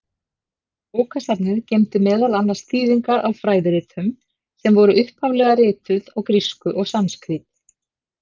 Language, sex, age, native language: Icelandic, female, 50-59, Icelandic